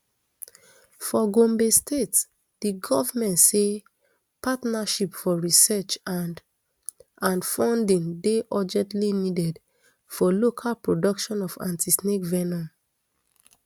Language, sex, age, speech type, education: Nigerian Pidgin, female, 30-45, spontaneous, tertiary